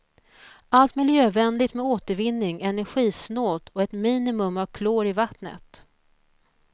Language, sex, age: Swedish, female, 41